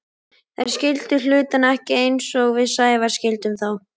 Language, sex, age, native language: Icelandic, male, 11, Icelandic